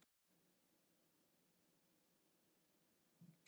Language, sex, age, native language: Icelandic, female, 50-59, Icelandic